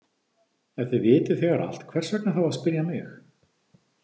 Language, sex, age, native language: Icelandic, male, 50-59, Icelandic